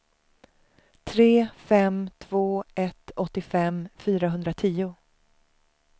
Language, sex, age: Swedish, female, 35